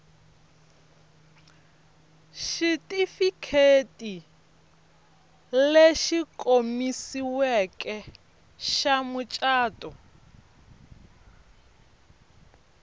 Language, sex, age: Tsonga, female, 25